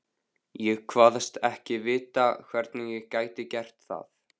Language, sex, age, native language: Icelandic, male, 15, Icelandic